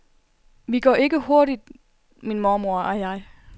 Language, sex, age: Danish, female, 24